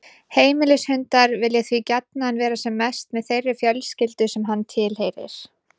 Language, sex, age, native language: Icelandic, female, 20-29, Icelandic